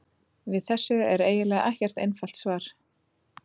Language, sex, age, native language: Icelandic, female, 30-39, Icelandic